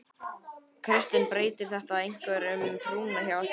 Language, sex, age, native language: Icelandic, male, 12, Icelandic